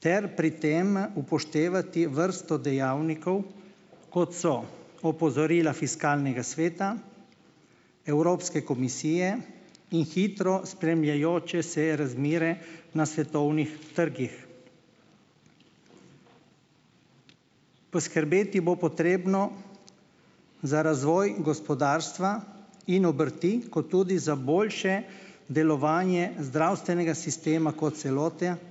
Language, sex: Slovenian, male